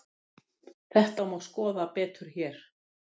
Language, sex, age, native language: Icelandic, female, 60-69, Icelandic